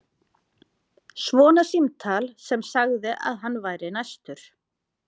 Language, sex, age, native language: Icelandic, female, 30-39, Icelandic